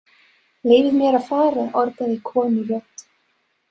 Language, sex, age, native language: Icelandic, female, 30-39, Serbo-Croatian